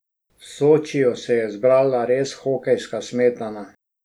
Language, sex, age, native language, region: Slovenian, male, 60+, Slovenian, Drava region